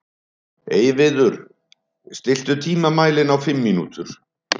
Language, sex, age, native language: Icelandic, male, 70-79, Icelandic